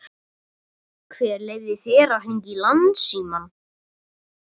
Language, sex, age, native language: Icelandic, female, 30-39, Russian